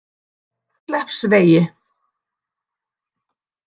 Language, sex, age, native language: Icelandic, female, 60-69, Icelandic